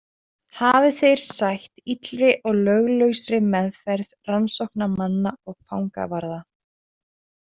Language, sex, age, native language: Icelandic, female, 20-29, Icelandic